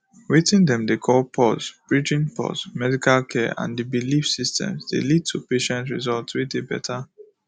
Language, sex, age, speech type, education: Nigerian Pidgin, male, 15-29, spontaneous, tertiary